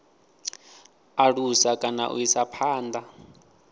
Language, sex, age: Venda, male, 20